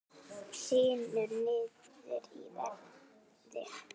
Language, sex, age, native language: Icelandic, female, 9, Icelandic